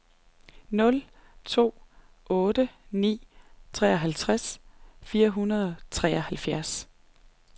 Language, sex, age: Danish, female, 39